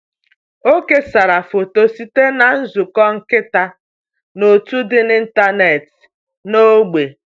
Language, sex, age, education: Igbo, female, 30-45, tertiary